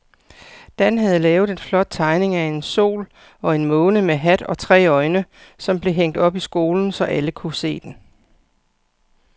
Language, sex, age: Danish, female, 55